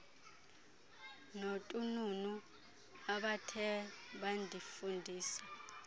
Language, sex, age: Xhosa, female, 26